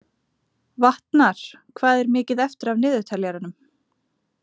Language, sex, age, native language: Icelandic, female, 20-29, Icelandic